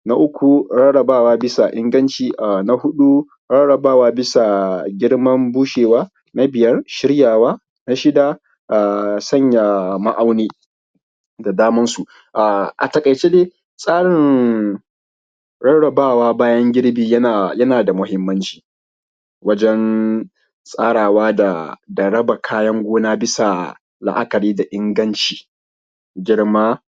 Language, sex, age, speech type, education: Hausa, male, 15-29, spontaneous, primary